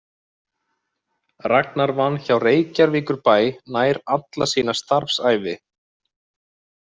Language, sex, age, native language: Icelandic, male, 30-39, Icelandic